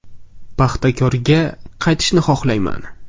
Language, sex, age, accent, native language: Uzbek, male, 18-24, Navoiy, Uzbek